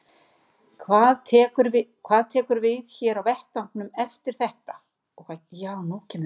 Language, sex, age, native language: Icelandic, female, 60-69, Icelandic